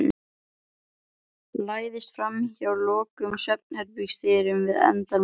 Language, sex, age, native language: Icelandic, female, 11, Icelandic